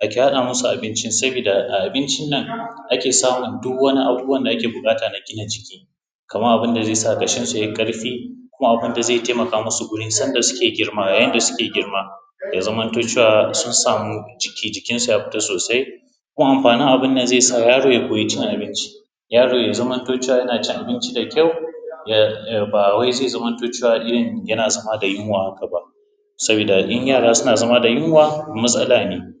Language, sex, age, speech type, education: Hausa, male, 15-29, spontaneous, secondary